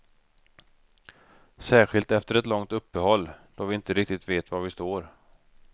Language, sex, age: Swedish, male, 32